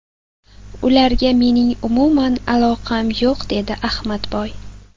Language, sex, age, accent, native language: Uzbek, female, 18-24, Sirdaryo, Uzbek